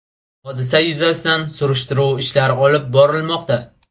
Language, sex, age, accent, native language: Uzbek, male, 18-24, Buxoro, Uzbek